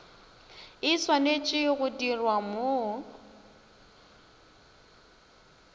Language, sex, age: Northern Sotho, female, 19